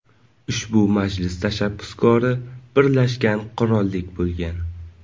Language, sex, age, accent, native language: Uzbek, male, 18-24, Navoiy, Uzbek